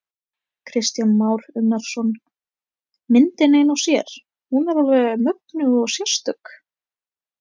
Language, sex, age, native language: Icelandic, female, 18-19, Icelandic